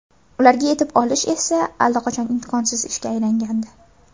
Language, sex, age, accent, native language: Uzbek, female, under 19, Farg'ona, Uzbek